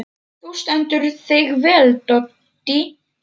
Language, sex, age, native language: Icelandic, male, 40-49, Polish